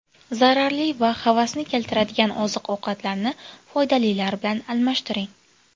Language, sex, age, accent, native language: Uzbek, female, 18-24, Toshkent shahri, Uzbek